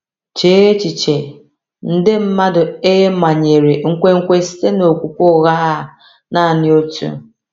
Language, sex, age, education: Igbo, female, 30-45, tertiary